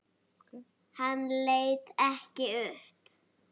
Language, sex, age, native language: Icelandic, female, 6, Icelandic